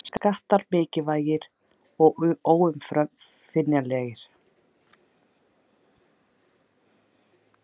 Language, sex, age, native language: Icelandic, female, 30-39, Icelandic